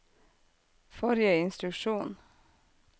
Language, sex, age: Norwegian, female, 48